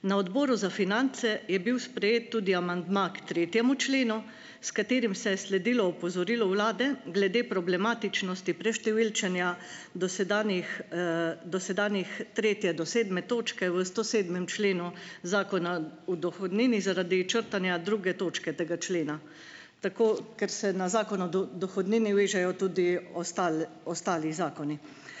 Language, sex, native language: Slovenian, female, Slovenian